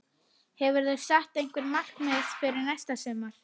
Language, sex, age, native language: Icelandic, female, 30-39, Icelandic